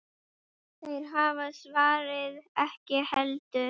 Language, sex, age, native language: Icelandic, female, 8, Icelandic